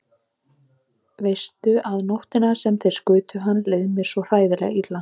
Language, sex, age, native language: Icelandic, female, 30-39, Icelandic